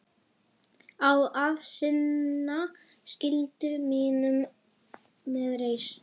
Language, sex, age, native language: Icelandic, female, 11, Icelandic